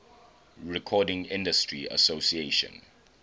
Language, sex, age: English, male, 21